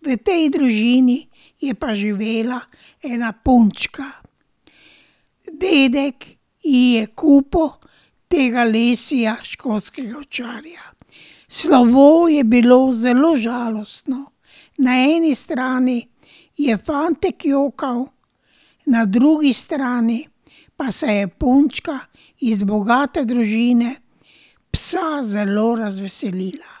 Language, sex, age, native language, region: Slovenian, female, 60+, Slovenian, Drava region